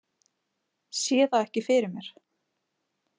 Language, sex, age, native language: Icelandic, female, 20-29, Icelandic